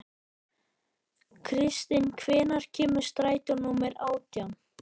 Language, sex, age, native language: Icelandic, male, 12, Icelandic